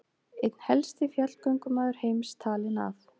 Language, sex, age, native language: Icelandic, female, 30-39, Icelandic